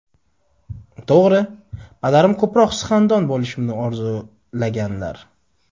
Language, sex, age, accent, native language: Uzbek, male, 25-34, Sirdaryo, Uzbek